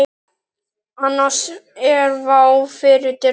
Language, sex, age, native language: Icelandic, male, 10, Icelandic